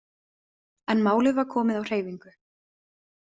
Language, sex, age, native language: Icelandic, female, 20-29, Icelandic